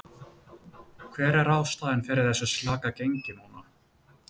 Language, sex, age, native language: Icelandic, male, 18-19, Icelandic